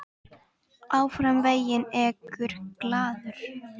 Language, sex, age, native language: Icelandic, female, 10, Icelandic